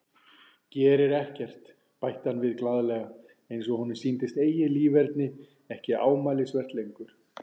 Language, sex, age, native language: Icelandic, male, 40-49, Icelandic